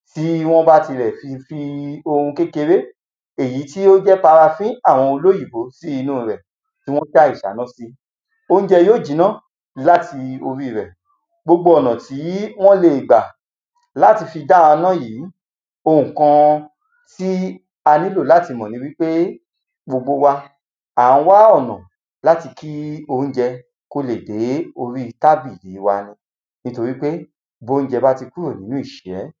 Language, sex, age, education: Yoruba, male, 30-45, secondary